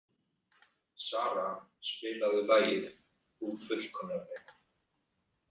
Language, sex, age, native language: Icelandic, male, 30-39, Icelandic